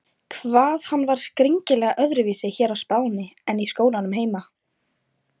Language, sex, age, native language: Icelandic, female, 20-29, Icelandic